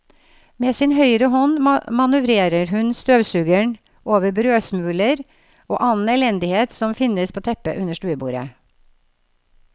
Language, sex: Norwegian, female